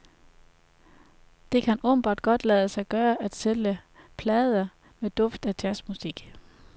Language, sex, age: Danish, female, 33